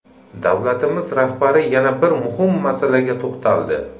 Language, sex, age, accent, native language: Uzbek, male, 25-34, Samarqand, Uzbek